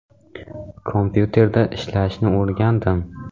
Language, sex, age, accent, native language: Uzbek, male, 18-24, Samarqand, Uzbek